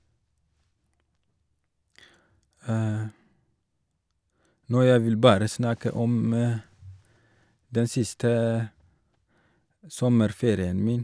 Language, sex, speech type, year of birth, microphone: Norwegian, male, spontaneous, 1983, Shure